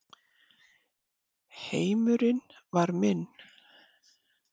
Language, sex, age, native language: Icelandic, female, 60-69, Icelandic